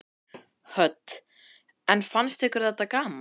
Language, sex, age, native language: Icelandic, male, 13, Icelandic